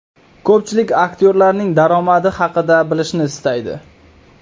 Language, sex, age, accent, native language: Uzbek, male, 18-24, Qoraqalpog'iston, Uzbek